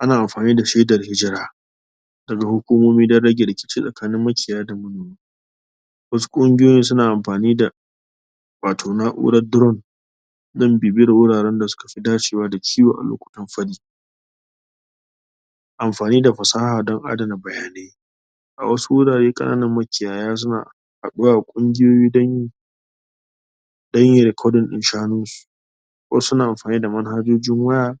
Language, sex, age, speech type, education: Hausa, male, 46-60, spontaneous, tertiary